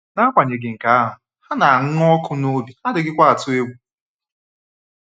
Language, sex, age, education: Igbo, male, 15-29, tertiary